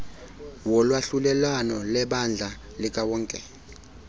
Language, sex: Xhosa, male